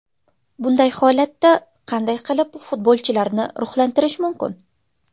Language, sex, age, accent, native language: Uzbek, female, 19-29, Jizzax, Uzbek